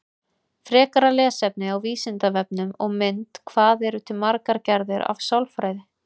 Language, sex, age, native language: Icelandic, female, 30-39, Icelandic